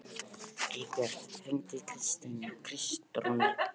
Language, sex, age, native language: Icelandic, male, 15, Icelandic